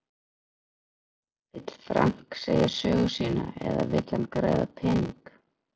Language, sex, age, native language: Icelandic, female, 40-49, Icelandic